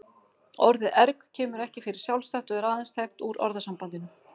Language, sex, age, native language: Icelandic, female, 50-59, Icelandic